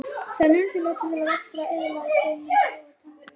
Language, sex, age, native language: Icelandic, female, 11, Icelandic